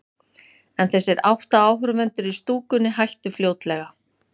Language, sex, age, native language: Icelandic, female, 50-59, Icelandic